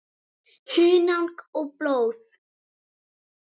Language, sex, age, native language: Icelandic, female, 7, Icelandic